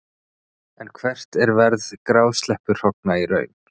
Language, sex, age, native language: Icelandic, male, 30-39, Icelandic